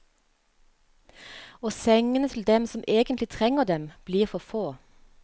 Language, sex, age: Norwegian, female, 35